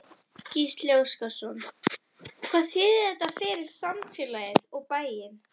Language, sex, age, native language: Icelandic, female, 11, Icelandic